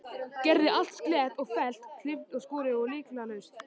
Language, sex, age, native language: Icelandic, male, 13, Icelandic